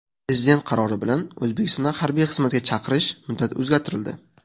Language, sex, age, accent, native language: Uzbek, male, 18-24, Sirdaryo, Uzbek